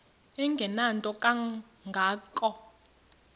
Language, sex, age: Xhosa, female, 35